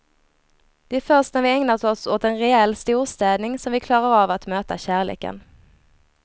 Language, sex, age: Swedish, female, 23